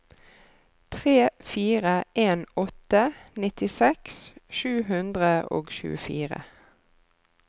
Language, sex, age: Norwegian, female, 33